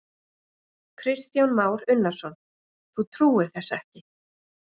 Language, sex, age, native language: Icelandic, female, 40-49, Icelandic